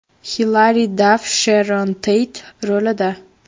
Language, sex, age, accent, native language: Uzbek, female, 12-17, Farg'ona, Uzbek